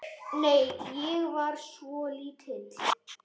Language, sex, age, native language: Icelandic, male, 10, Icelandic